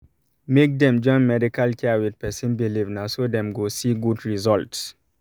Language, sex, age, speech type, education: Nigerian Pidgin, male, 30-45, spontaneous, tertiary